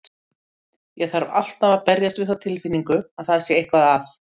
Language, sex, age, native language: Icelandic, female, 60-69, Icelandic